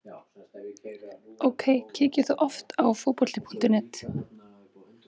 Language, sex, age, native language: Icelandic, female, 30-39, Icelandic